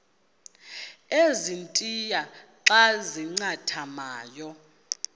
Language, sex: Xhosa, female